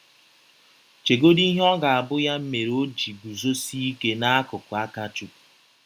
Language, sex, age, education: Igbo, male, 30-45, tertiary